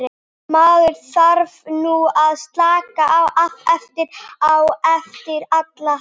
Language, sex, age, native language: Icelandic, female, 12, Icelandic